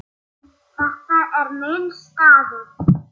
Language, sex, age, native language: Icelandic, male, 8, Icelandic